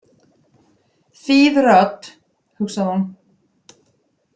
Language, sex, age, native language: Icelandic, female, 20-29, Icelandic